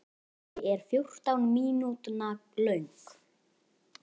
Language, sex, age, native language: Icelandic, male, 10, Icelandic